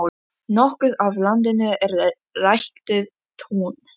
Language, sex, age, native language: Icelandic, female, 11, Icelandic